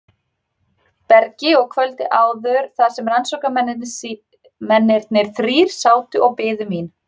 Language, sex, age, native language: Icelandic, female, 30-39, Icelandic